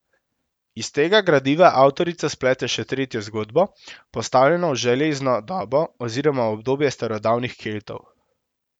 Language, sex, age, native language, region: Slovenian, male, 18-29, Slovenian, Central Slovenia